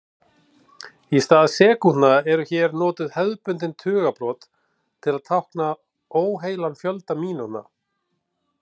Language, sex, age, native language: Icelandic, male, 40-49, Icelandic